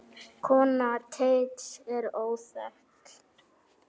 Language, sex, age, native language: Icelandic, female, 9, Icelandic